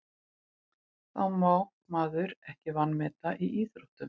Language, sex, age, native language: Icelandic, female, 18-19, Icelandic